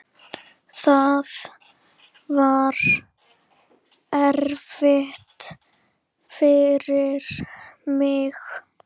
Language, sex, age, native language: Icelandic, female, 8, Icelandic